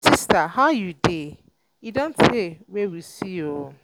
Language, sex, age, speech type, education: Nigerian Pidgin, female, 15-29, spontaneous, tertiary